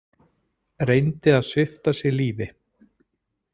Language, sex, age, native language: Icelandic, male, 40-49, Icelandic